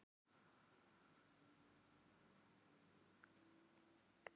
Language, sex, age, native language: Icelandic, female, 40-49, Filipino